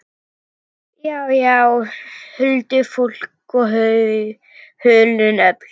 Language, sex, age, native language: Icelandic, female, 11, Icelandic